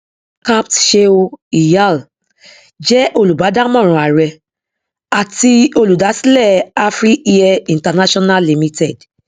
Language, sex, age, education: Yoruba, female, 46-60, tertiary